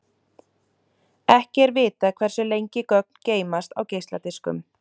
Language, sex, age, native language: Icelandic, male, 30-39, Icelandic